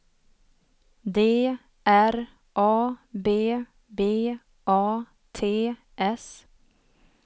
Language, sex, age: Swedish, female, 27